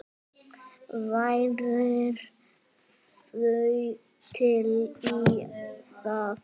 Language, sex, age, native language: Icelandic, male, 8, Icelandic